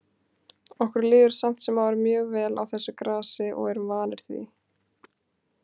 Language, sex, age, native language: Icelandic, female, 20-29, Icelandic